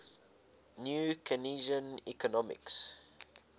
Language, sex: English, male